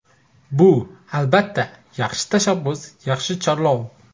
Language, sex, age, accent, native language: Uzbek, male, 18-24, Xorazm, Uzbek